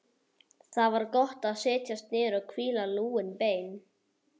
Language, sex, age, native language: Icelandic, male, 11, Icelandic